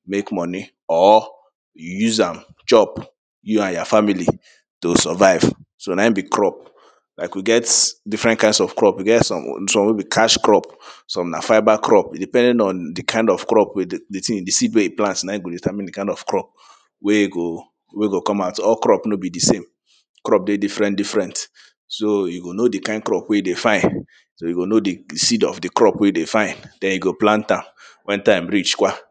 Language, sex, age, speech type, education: Nigerian Pidgin, male, 30-45, spontaneous, secondary